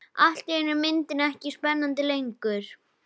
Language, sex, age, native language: Icelandic, female, 11, Icelandic